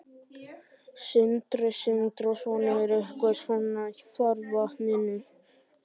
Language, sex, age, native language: Icelandic, male, 11, Icelandic